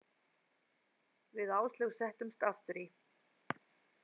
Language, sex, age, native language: Icelandic, female, 40-49, Icelandic